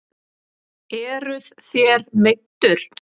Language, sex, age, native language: Icelandic, female, 30-39, Icelandic